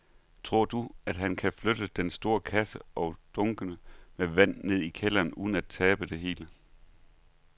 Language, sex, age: Danish, male, 39